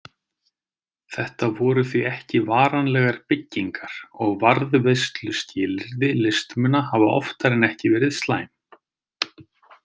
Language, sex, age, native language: Icelandic, male, 30-39, Icelandic